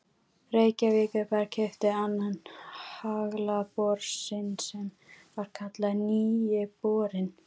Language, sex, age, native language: Icelandic, female, 12, Icelandic